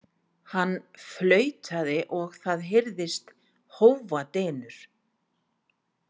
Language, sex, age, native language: Icelandic, female, 50-59, Icelandic